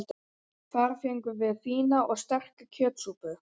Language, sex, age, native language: Icelandic, male, 11, Icelandic